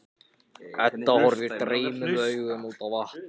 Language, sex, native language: Icelandic, other, Japanese